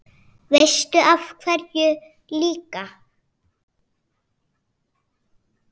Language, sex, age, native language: Icelandic, female, 6, Icelandic